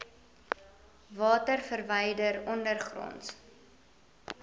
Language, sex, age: Afrikaans, female, 22